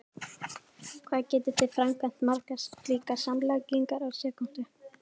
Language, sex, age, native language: Icelandic, female, 18-19, Icelandic